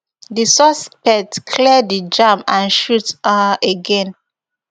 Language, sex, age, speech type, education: Nigerian Pidgin, female, 15-29, spontaneous, tertiary